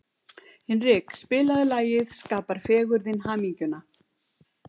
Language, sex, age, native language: Icelandic, female, 70-79, Icelandic